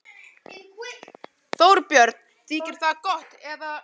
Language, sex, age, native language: Icelandic, male, 11, Icelandic